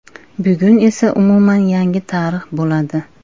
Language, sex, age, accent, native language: Uzbek, female, 25-34, Andijon, Uzbek